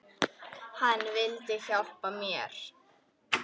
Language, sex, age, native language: Icelandic, female, 10, Icelandic